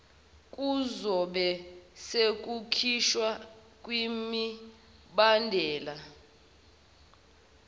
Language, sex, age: Zulu, male, 18